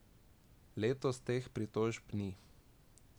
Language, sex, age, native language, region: Slovenian, male, 18-29, Slovenian, Drava region